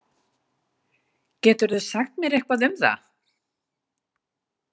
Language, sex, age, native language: Icelandic, female, 60-69, Icelandic